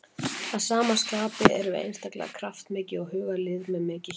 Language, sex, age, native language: Icelandic, female, 40-49, Icelandic